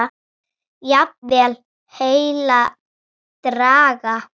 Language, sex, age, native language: Icelandic, female, 6, Icelandic